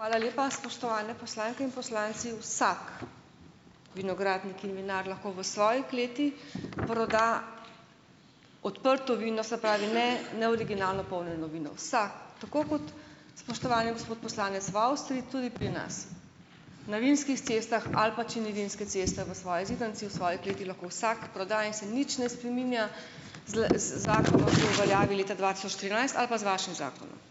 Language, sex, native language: Slovenian, female, Slovenian